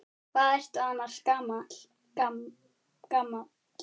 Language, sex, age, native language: Icelandic, male, 9, Icelandic